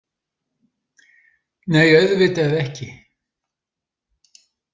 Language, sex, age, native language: Icelandic, male, 70-79, Icelandic